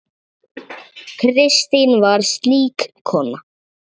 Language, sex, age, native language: Icelandic, male, 7, Icelandic